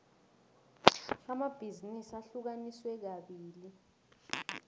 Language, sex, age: South Ndebele, female, 22